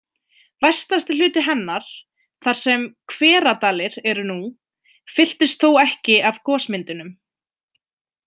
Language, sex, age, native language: Icelandic, female, 20-29, Icelandic